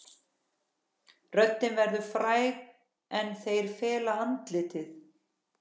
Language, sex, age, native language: Icelandic, female, 14, Icelandic